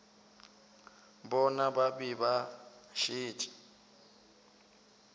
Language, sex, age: Northern Sotho, male, 18